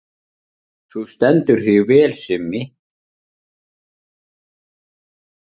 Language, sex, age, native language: Icelandic, male, 50-59, Icelandic